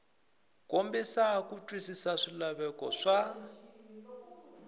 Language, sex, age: Tsonga, male, 20